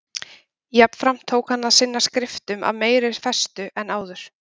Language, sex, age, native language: Icelandic, female, 30-39, Icelandic